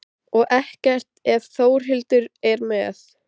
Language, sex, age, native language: Icelandic, female, 13, Icelandic